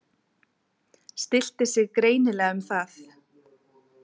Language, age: Icelandic, 20-29